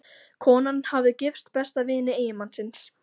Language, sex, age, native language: Icelandic, female, 14, Icelandic